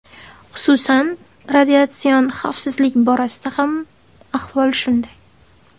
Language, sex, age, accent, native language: Uzbek, female, 18-24, Samarqand, Uzbek